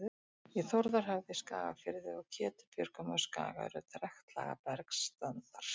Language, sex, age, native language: Icelandic, female, 60-69, Icelandic